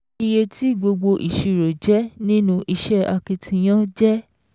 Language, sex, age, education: Yoruba, female, 15-29, secondary